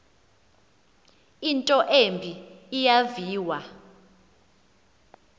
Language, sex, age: Xhosa, female, 24